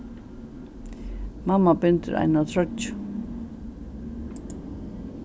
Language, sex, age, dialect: Faroese, female, 61+, Suðurstreymoy